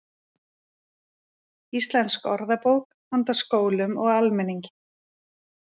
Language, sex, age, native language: Icelandic, female, 40-49, Icelandic